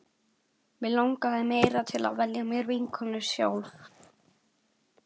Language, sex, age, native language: Icelandic, male, 11, Icelandic